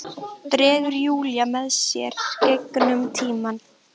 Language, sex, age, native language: Icelandic, female, 13, Icelandic